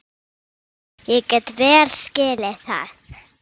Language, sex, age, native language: Icelandic, female, 6, Icelandic